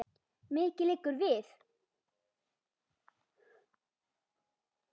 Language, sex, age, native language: Icelandic, female, 10, Icelandic